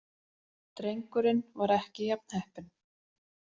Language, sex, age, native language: Icelandic, female, 40-49, Icelandic